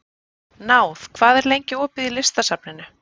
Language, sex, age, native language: Icelandic, female, 30-39, Icelandic